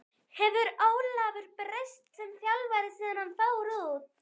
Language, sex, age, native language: Icelandic, female, 12, Icelandic